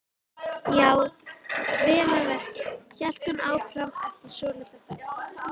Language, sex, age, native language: Icelandic, female, 13, Icelandic